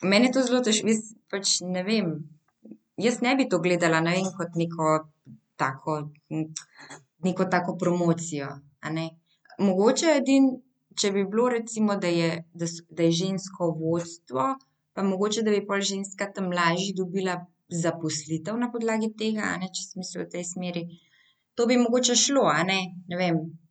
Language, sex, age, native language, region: Slovenian, female, 18-29, Slovenian, Central Slovenia